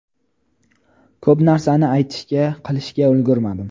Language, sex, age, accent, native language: Uzbek, male, 18-24, Toshkent viloyati, Uzbek